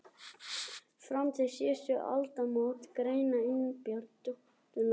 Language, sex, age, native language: Icelandic, other, 11, Icelandic